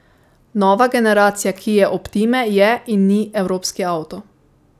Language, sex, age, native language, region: Slovenian, female, 18-29, Slovenian, Savinja region